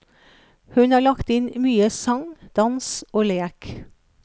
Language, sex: Norwegian, female